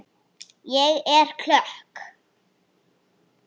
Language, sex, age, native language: Icelandic, female, 6, Icelandic